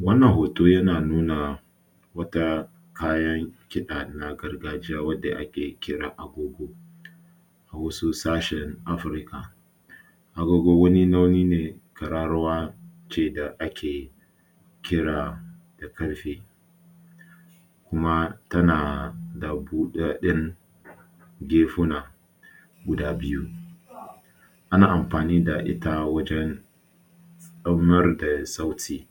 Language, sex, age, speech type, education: Hausa, male, 30-45, spontaneous, tertiary